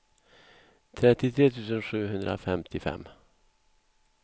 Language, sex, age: Swedish, male, 64